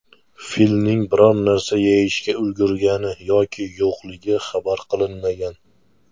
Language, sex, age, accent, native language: Uzbek, male, 19-29, Namangan, Uzbek